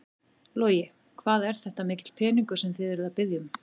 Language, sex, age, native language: Icelandic, female, 40-49, Icelandic